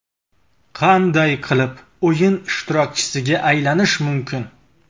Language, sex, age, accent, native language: Uzbek, male, 25-34, Qashqadaryo, Uzbek